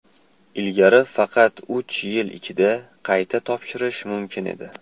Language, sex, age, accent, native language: Uzbek, male, 19-29, Toshkent shahri, Uzbek